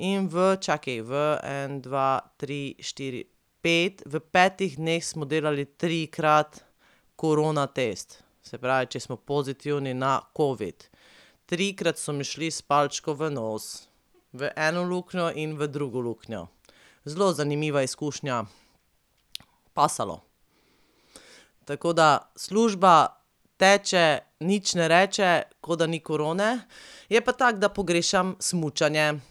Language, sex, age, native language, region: Slovenian, female, 30-49, Slovenian, Pomurje region